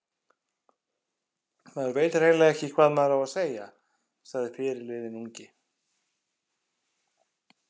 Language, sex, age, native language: Icelandic, male, 50-59, Icelandic